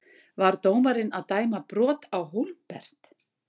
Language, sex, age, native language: Icelandic, female, 60-69, Icelandic